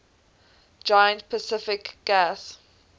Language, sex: English, female